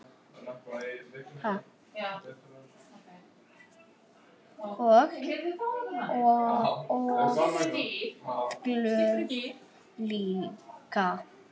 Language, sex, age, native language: Icelandic, male, 6, Icelandic